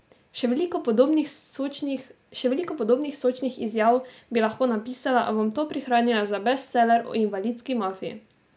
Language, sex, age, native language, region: Slovenian, female, 18-29, Slovenian, Drava region